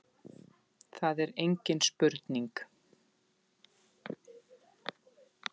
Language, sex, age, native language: Icelandic, female, 40-49, Icelandic